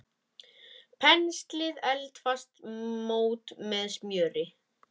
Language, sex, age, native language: Icelandic, male, 10, Icelandic